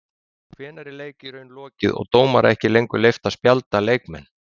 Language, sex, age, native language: Icelandic, male, 50-59, Icelandic